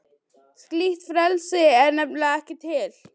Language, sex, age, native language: Icelandic, female, 12, Icelandic